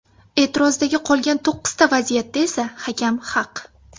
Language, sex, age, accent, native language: Uzbek, female, 19-29, Surxondaryo, Uzbek